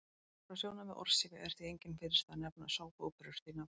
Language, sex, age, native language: Icelandic, female, 30-39, Icelandic